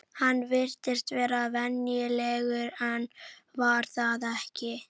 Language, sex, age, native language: Icelandic, female, 11, Icelandic